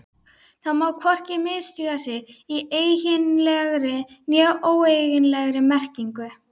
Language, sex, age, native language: Icelandic, female, 12, Icelandic